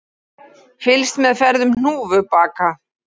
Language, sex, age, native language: Icelandic, female, 40-49, Icelandic